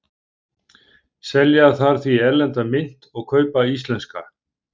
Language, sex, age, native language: Icelandic, male, 50-59, Icelandic